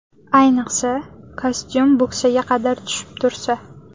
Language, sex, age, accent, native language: Uzbek, female, 18-24, Samarqand, Uzbek